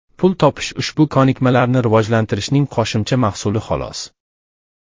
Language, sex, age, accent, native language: Uzbek, male, under 19, Buxoro, Uzbek